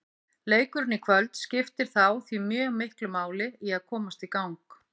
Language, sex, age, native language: Icelandic, female, 50-59, Icelandic